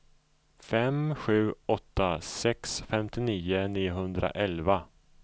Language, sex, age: Swedish, male, 34